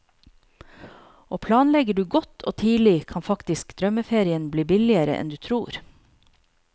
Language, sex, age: Norwegian, female, 48